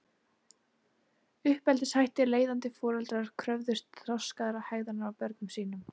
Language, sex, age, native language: Icelandic, female, 40-49, Icelandic